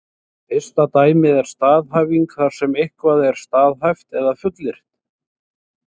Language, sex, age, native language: Icelandic, male, 60-69, Icelandic